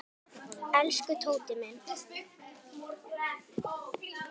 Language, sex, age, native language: Icelandic, female, 10, Icelandic